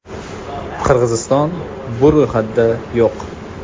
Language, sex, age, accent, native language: Uzbek, male, 19-29, Andijon, Uzbek